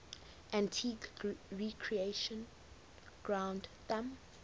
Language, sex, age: English, female, 19